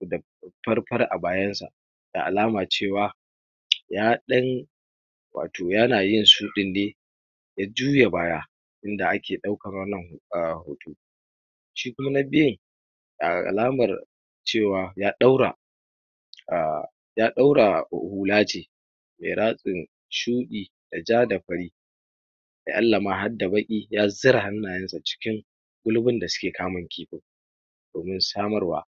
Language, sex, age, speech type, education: Hausa, male, 15-29, spontaneous, tertiary